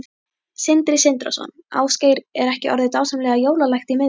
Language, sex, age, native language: Icelandic, female, 11, Icelandic